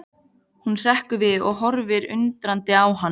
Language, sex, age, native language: Icelandic, female, 15, Icelandic